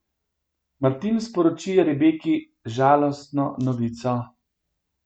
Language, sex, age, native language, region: Slovenian, male, 50-59, Slovenian, Gorenjska region